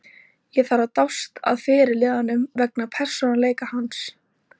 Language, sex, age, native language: Icelandic, female, 18-19, Icelandic